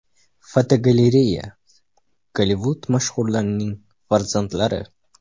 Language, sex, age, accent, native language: Uzbek, male, 18-24, Farg'ona, Uzbek